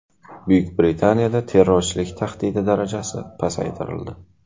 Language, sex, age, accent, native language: Uzbek, male, 18-24, Qashqadaryo, Uzbek